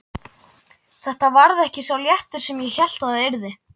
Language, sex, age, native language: Icelandic, male, 12, Icelandic